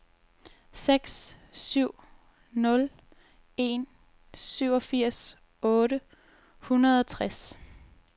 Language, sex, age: Danish, female, 22